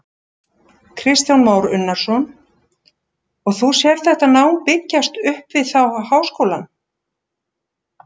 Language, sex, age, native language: Icelandic, female, 60-69, Icelandic